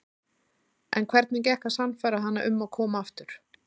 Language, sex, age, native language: Icelandic, female, 30-39, Icelandic